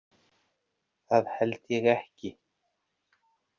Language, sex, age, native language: Icelandic, male, 40-49, Icelandic